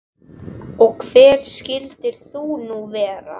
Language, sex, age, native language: Icelandic, male, 12, Icelandic